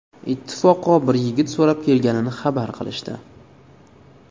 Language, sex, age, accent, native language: Uzbek, male, 19-29, Toshkent viloyati, Uzbek